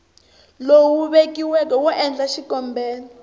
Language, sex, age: Tsonga, female, 22